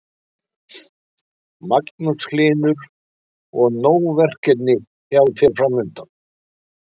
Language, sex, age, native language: Icelandic, male, 60-69, Icelandic